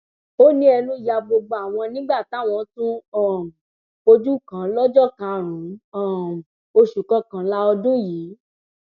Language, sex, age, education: Yoruba, female, 15-29, tertiary